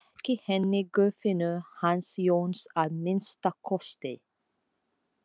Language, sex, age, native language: Icelandic, female, 40-49, Filipino